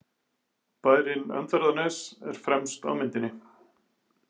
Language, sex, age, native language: Icelandic, male, 40-49, Icelandic